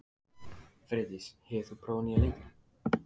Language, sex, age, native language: Icelandic, male, 15, Icelandic